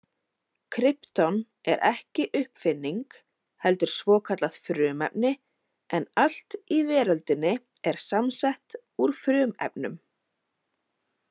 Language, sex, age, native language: Icelandic, female, 30-39, Icelandic